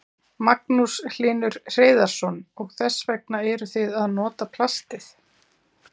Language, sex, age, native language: Icelandic, female, 40-49, Icelandic